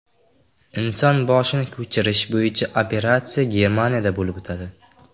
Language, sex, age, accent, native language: Uzbek, male, under 19, Qashqadaryo, Uzbek